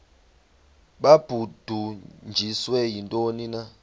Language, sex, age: Xhosa, male, 35